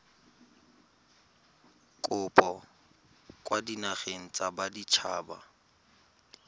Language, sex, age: Tswana, male, 22